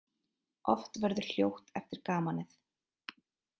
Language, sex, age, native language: Icelandic, female, 30-39, Icelandic